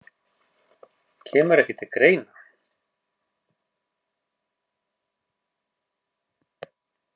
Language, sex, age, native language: Icelandic, male, 50-59, Icelandic